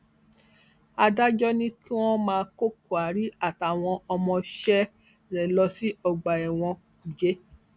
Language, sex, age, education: Yoruba, female, 46-60, tertiary